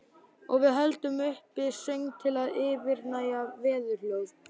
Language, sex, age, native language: Icelandic, male, 12, Icelandic